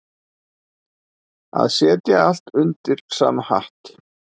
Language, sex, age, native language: Icelandic, male, 50-59, Icelandic